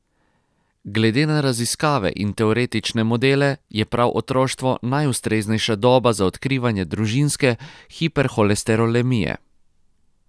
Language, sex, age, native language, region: Slovenian, male, 30-49, Croatian, Posavska region